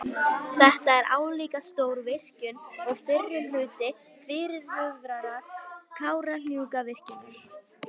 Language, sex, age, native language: Icelandic, female, 18-19, Icelandic